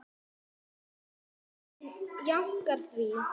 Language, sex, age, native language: Icelandic, female, 8, Icelandic